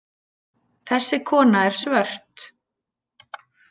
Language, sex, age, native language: Icelandic, female, 40-49, Icelandic